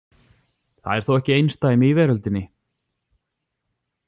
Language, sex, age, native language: Icelandic, male, 40-49, Icelandic